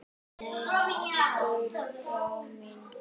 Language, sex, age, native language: Icelandic, female, 9, Icelandic